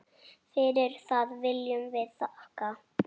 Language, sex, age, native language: Icelandic, female, 6, Icelandic